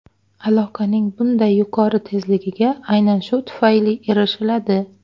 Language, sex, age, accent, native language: Uzbek, female, 19-29, Xorazm, Uzbek